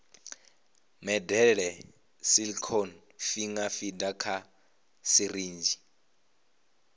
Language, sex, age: Venda, male, 25